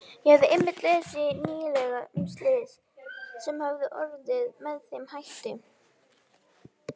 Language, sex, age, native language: Icelandic, female, 18-19, Icelandic